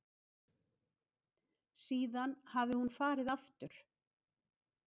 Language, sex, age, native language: Icelandic, female, 50-59, Icelandic